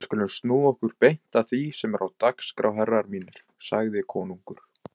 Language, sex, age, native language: Icelandic, male, 20-29, Icelandic